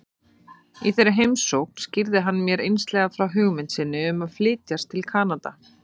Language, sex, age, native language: Icelandic, female, 30-39, Icelandic